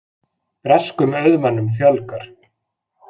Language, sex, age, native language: Icelandic, male, 40-49, Icelandic